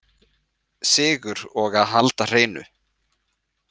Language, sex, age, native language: Icelandic, male, 20-29, Icelandic